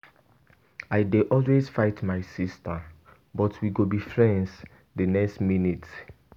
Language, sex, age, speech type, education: Nigerian Pidgin, male, 15-29, spontaneous, tertiary